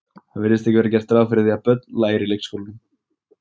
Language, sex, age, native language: Icelandic, male, 20-29, Icelandic